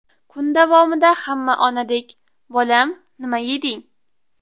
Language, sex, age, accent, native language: Uzbek, female, 12-17, Toshkent viloyati, Uzbek